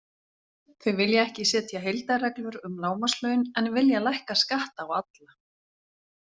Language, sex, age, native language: Icelandic, female, 40-49, Icelandic